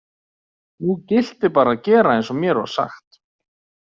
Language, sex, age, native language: Icelandic, male, 40-49, Icelandic